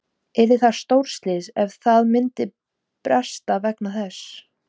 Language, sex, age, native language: Icelandic, female, 17, Icelandic